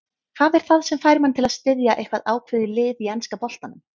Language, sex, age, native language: Icelandic, female, 30-39, Icelandic